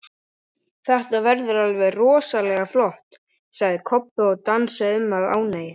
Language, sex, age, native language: Icelandic, female, 50-59, Icelandic